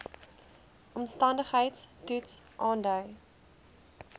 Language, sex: Afrikaans, female